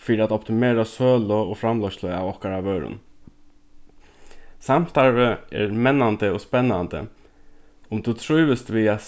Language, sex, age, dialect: Faroese, male, 15-35, Norðurstreymoy/Eysturoy